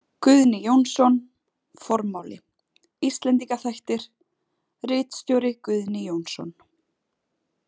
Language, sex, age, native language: Icelandic, female, 20-29, Icelandic